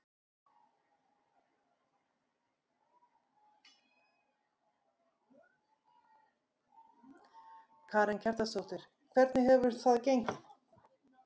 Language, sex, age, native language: Icelandic, female, 50-59, Icelandic